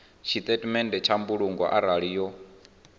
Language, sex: Venda, male